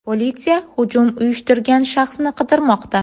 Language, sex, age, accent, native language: Uzbek, female, 18-24, Navoiy, Uzbek